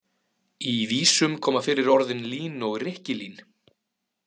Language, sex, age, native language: Icelandic, male, 30-39, Icelandic